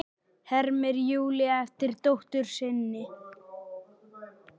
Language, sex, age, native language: Icelandic, male, 9, Icelandic